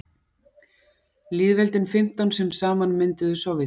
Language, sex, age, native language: Icelandic, female, 40-49, Icelandic